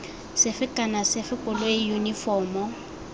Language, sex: Tswana, female